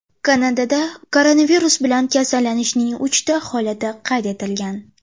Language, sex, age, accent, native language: Uzbek, female, under 19, Toshkent shahri, Uzbek